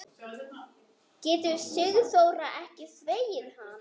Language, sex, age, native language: Icelandic, male, 10, Icelandic